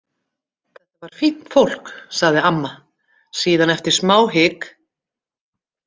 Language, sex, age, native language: Icelandic, female, 40-49, Icelandic